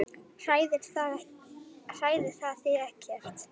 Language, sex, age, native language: Icelandic, male, 9, Icelandic